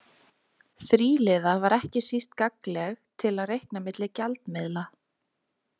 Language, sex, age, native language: Icelandic, female, 20-29, Icelandic